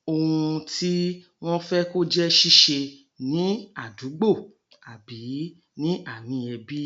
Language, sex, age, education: Yoruba, female, 30-45, tertiary